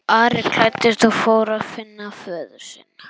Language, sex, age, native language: Icelandic, male, 11, Icelandic